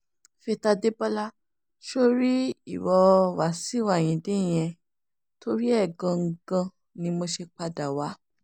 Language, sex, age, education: Yoruba, female, 15-29, tertiary